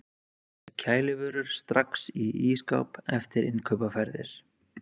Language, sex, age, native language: Icelandic, male, 30-39, Icelandic